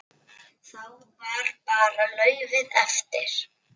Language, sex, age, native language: Icelandic, female, 10, Icelandic